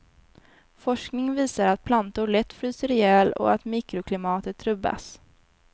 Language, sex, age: Swedish, female, 19